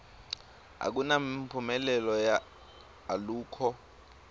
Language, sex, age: Swati, male, 23